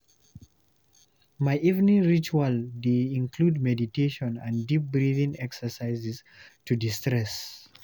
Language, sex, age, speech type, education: Nigerian Pidgin, male, 15-29, read, tertiary